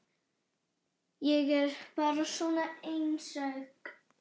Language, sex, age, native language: Icelandic, female, 10, Icelandic